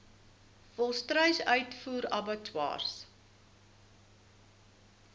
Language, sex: Afrikaans, female